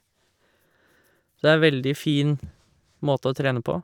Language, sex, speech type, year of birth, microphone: Norwegian, male, spontaneous, 1986, Shure